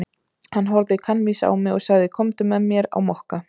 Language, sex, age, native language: Icelandic, female, 30-39, Icelandic